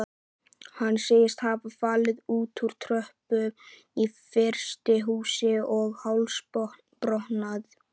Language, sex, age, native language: Icelandic, male, 11, Icelandic